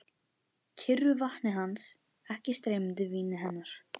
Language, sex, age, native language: Icelandic, female, 11, Icelandic